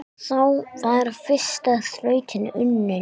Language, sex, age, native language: Icelandic, female, 6, English